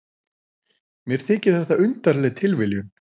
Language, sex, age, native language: Icelandic, female, 40-49, Icelandic